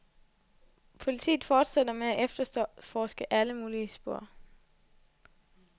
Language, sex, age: Danish, female, 20